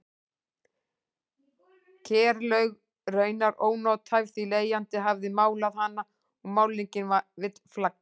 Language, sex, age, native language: Icelandic, female, 40-49, Icelandic